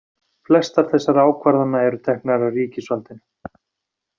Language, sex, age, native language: Icelandic, male, 40-49, Icelandic